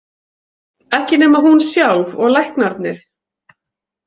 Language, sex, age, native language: Icelandic, female, 40-49, Icelandic